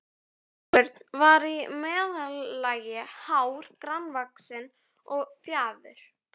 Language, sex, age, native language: Icelandic, female, 11, Icelandic